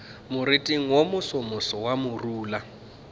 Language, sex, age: Northern Sotho, male, 24